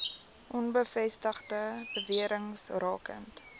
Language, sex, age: Afrikaans, female, 19